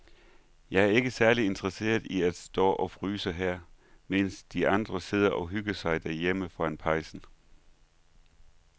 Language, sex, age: Danish, male, 39